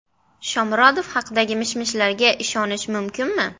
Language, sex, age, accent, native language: Uzbek, female, under 19, Farg'ona, Uzbek